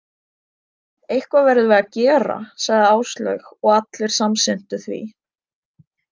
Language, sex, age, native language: Icelandic, female, 20-29, Icelandic